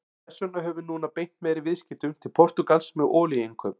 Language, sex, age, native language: Icelandic, male, 40-49, Icelandic